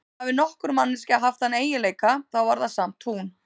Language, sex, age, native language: Icelandic, female, 30-39, Icelandic